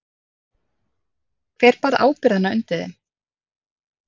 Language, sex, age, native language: Icelandic, female, 30-39, Icelandic